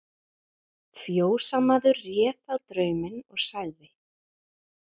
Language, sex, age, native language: Icelandic, female, 20-29, Icelandic